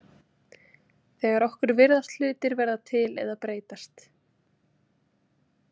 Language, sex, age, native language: Icelandic, female, 30-39, Icelandic